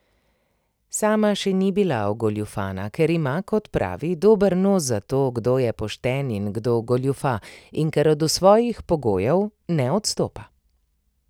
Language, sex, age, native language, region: Slovenian, female, 30-49, Slovenian, Primorsko-notranjska region